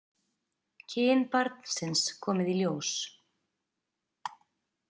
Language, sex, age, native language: Icelandic, female, 30-39, Icelandic